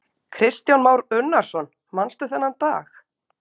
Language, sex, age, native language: Icelandic, female, 50-59, Icelandic